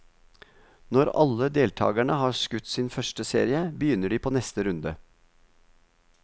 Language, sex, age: Norwegian, male, 50